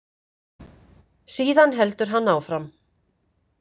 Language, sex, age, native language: Icelandic, female, 50-59, Icelandic